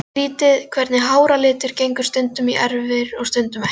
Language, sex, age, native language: Icelandic, female, 12, Icelandic